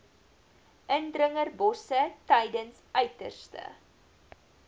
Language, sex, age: Afrikaans, female, 19